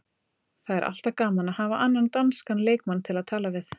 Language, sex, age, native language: Icelandic, female, 30-39, Icelandic